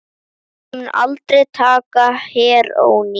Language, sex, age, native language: Icelandic, female, 10, Icelandic